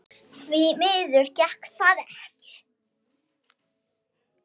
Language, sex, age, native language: Icelandic, male, 7, Icelandic